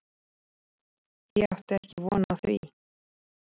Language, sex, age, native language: Icelandic, female, 30-39, Icelandic